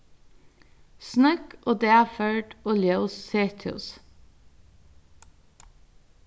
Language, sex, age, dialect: Faroese, female, 36-60, Norðurstreymoy/Eysturoy